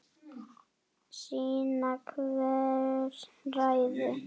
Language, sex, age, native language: Icelandic, female, 8, Icelandic